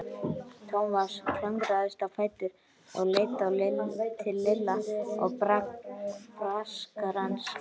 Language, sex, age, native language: Icelandic, male, 12, Icelandic